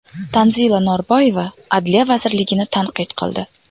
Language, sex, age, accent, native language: Uzbek, female, 19-29, Toshkent viloyati, Uzbek